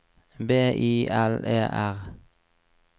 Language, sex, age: Norwegian, male, 35